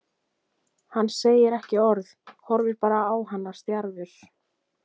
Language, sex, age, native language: Icelandic, female, 18-19, Icelandic